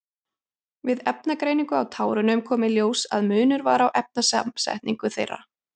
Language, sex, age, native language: Icelandic, female, 30-39, Icelandic